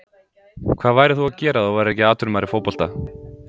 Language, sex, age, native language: Icelandic, male, 20-29, Icelandic